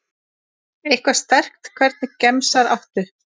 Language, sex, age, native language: Icelandic, female, 10, Icelandic